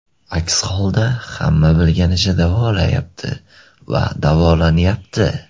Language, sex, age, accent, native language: Uzbek, male, 18-24, Surxondaryo, Uzbek